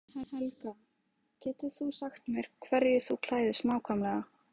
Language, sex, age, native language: Icelandic, female, 20-29, Icelandic